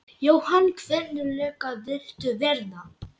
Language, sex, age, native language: Icelandic, male, 8, Lithuanian